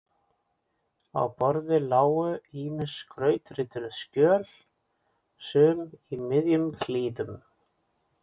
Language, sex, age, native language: Icelandic, male, 40-49, Icelandic